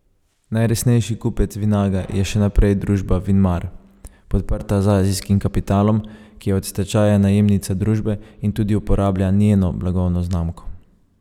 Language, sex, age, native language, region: Slovenian, male, 30-49, Slovenian, Savinja region